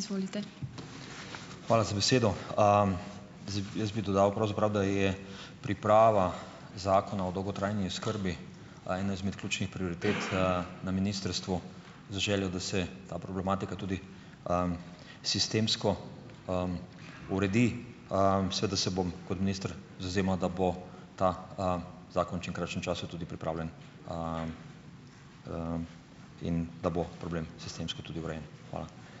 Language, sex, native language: Slovenian, male, Slovenian